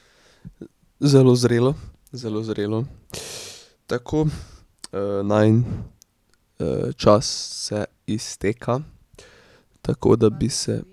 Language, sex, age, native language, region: Slovenian, male, 18-29, Slovenian, Drava region